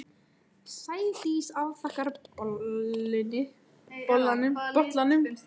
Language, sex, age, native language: Icelandic, female, 13, Icelandic